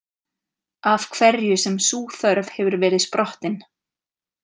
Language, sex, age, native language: Icelandic, female, 30-39, Icelandic